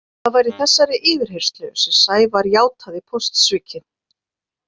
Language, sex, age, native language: Icelandic, female, 40-49, Icelandic